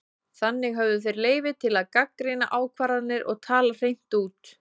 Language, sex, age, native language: Icelandic, female, 20-29, Icelandic